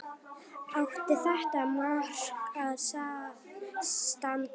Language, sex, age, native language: Icelandic, female, 9, Icelandic